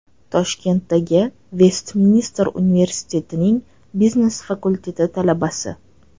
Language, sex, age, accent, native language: Uzbek, female, 18-24, Toshkent shahri, Uzbek